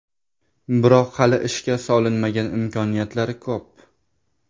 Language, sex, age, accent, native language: Uzbek, male, 18-24, Jizzax, Uzbek